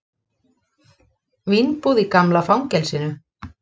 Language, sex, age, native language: Icelandic, female, 30-39, Icelandic